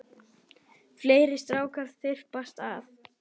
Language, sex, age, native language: Icelandic, male, 10, Icelandic